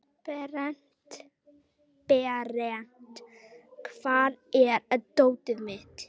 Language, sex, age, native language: Icelandic, female, 11, Icelandic